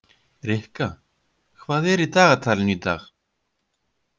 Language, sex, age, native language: Icelandic, male, 50-59, Icelandic